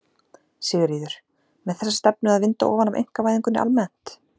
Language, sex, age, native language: Icelandic, female, 40-49, Icelandic